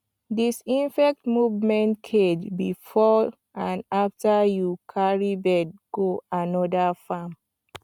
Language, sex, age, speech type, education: Nigerian Pidgin, female, 15-29, spontaneous, tertiary